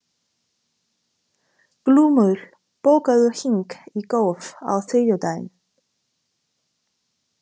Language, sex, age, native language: Icelandic, female, 30-39, Chinese